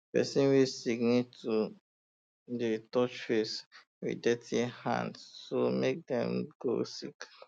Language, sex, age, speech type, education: Nigerian Pidgin, male, 15-29, spontaneous, tertiary